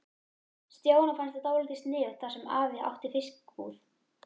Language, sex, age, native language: Icelandic, female, 11, Icelandic